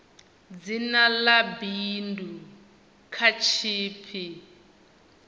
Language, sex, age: Venda, female, 19